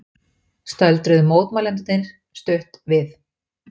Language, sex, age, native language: Icelandic, female, 50-59, Icelandic